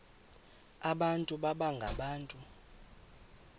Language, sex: Xhosa, male